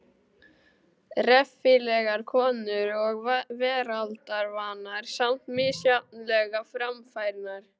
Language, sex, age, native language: Icelandic, male, 12, Icelandic